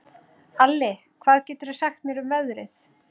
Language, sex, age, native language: Icelandic, female, 30-39, Icelandic